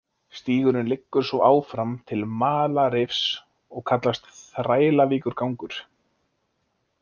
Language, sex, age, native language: Icelandic, male, 20-29, Icelandic